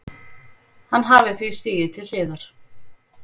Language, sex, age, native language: Icelandic, female, 40-49, Icelandic